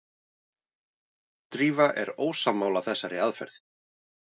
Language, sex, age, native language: Icelandic, male, 40-49, Icelandic